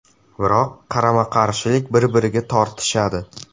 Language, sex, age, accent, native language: Uzbek, male, 12-17, Samarqand, Uzbek